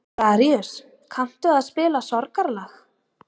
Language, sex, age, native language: Icelandic, female, 30-39, Icelandic